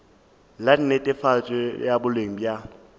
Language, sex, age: Northern Sotho, male, 18